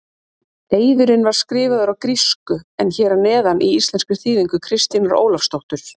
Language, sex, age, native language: Icelandic, female, 30-39, Icelandic